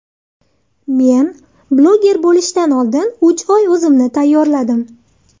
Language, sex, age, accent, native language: Uzbek, female, 19-29, Andijon, Uzbek